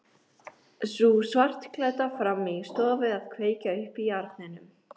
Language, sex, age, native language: Icelandic, female, 13, Icelandic